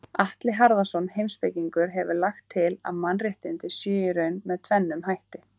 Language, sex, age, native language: Icelandic, female, 18-19, Icelandic